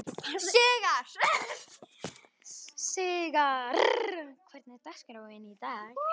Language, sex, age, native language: Icelandic, female, 12, Icelandic